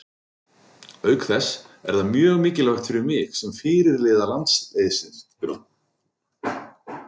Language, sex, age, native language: Icelandic, male, 40-49, Icelandic